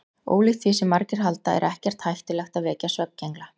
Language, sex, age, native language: Icelandic, female, 40-49, Icelandic